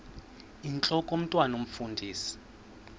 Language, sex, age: Xhosa, male, 20